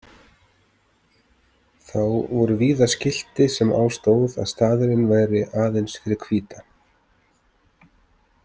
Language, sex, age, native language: Icelandic, male, 30-39, Icelandic